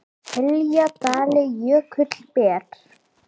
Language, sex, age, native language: Icelandic, male, 9, Icelandic